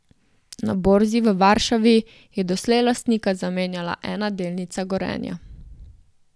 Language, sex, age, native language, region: Slovenian, female, 18-29, Slovenian, Southeast Slovenia